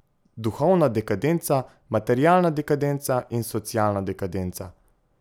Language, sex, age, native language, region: Slovenian, male, 18-29, Slovenian, Pomurje region